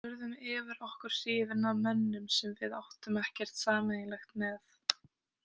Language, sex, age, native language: Icelandic, female, 18-19, Icelandic